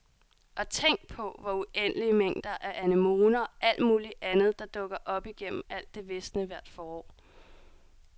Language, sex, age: Danish, female, 30